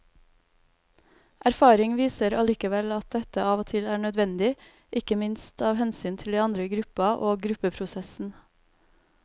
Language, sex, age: Norwegian, female, 32